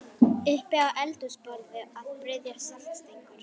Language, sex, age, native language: Icelandic, female, 11, Icelandic